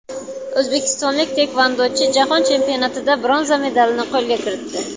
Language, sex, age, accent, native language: Uzbek, female, 19-29, Buxoro, Uzbek